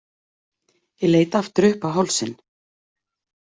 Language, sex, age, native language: Icelandic, female, 40-49, Icelandic